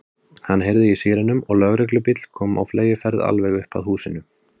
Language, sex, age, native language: Icelandic, male, 30-39, Icelandic